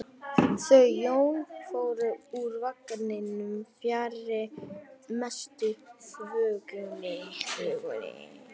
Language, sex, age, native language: Icelandic, male, 11, Icelandic